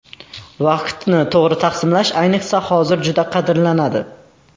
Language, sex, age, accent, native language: Uzbek, male, under 19, Xorazm, Uzbek